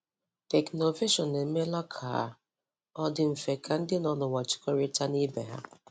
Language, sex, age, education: Igbo, female, 15-29, tertiary